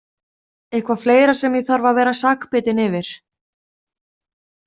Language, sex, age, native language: Icelandic, female, 30-39, Icelandic